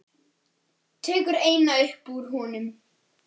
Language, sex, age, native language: Icelandic, male, 8, Icelandic